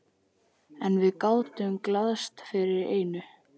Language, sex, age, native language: Icelandic, male, 13, Icelandic